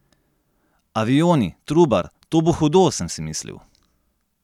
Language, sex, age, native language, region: Slovenian, male, 30-49, Slovenian, Gorenjska region